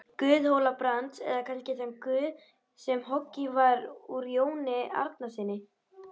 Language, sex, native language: Icelandic, female, Icelandic